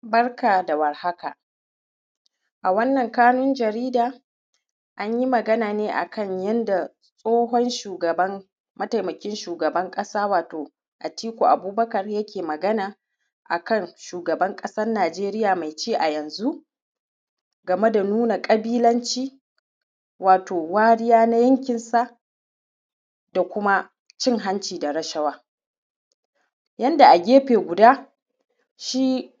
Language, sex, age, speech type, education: Hausa, female, 30-45, spontaneous, primary